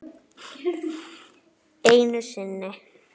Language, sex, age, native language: Icelandic, male, 9, Icelandic